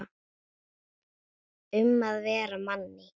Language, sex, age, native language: Icelandic, female, 9, Icelandic